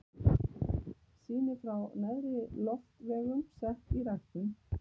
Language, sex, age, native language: Icelandic, female, 50-59, Icelandic